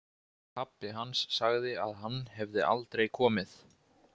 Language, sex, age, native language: Icelandic, male, 20-29, Icelandic